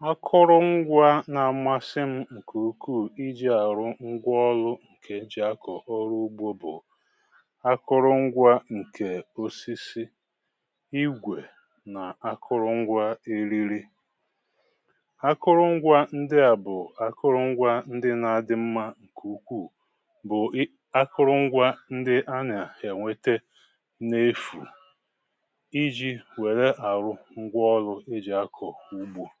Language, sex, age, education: Igbo, male, 46-60, tertiary